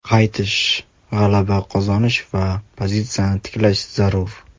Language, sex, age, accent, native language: Uzbek, male, 25-34, Toshkent shahri, Uzbek